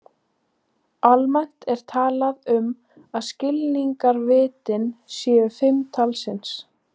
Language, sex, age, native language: Icelandic, female, 20-29, Icelandic